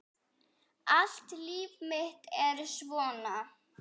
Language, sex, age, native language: Icelandic, male, 9, Icelandic